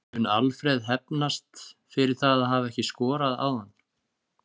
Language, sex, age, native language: Icelandic, male, 30-39, Icelandic